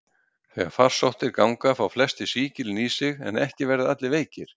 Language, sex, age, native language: Icelandic, male, 60-69, Icelandic